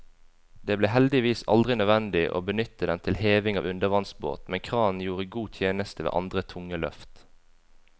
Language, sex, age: Norwegian, female, 20